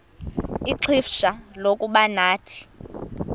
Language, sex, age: Xhosa, female, 24